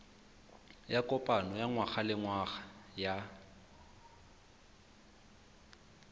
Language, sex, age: Tswana, male, 23